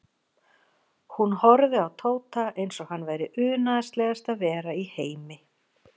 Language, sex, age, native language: Icelandic, female, 40-49, Icelandic